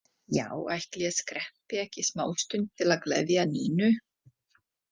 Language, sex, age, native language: Icelandic, female, 40-49, Czech